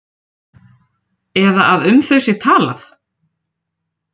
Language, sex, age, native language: Icelandic, female, 30-39, Icelandic